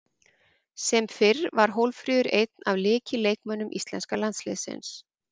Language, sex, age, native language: Icelandic, female, 40-49, Icelandic